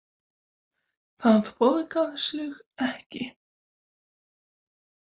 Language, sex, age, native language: Icelandic, male, 18-19, Icelandic